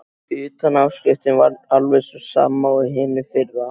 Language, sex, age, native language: Icelandic, male, 12, Icelandic